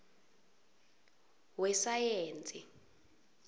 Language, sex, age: South Ndebele, female, 22